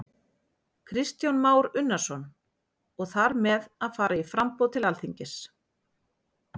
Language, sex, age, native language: Icelandic, female, 40-49, Icelandic